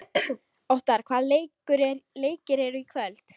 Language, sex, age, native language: Icelandic, female, 18-19, Icelandic